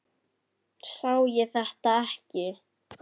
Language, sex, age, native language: Icelandic, female, 10, Icelandic